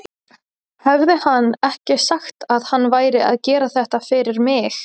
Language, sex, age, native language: Icelandic, female, 20-29, Icelandic